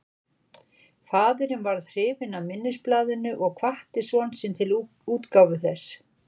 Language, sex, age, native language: Icelandic, female, 60-69, Icelandic